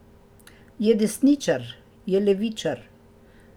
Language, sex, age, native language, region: Slovenian, female, 60+, Slovenian, Drava region